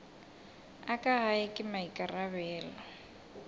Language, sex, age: Northern Sotho, female, 22